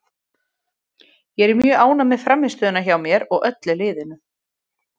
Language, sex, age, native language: Icelandic, female, 20-29, Icelandic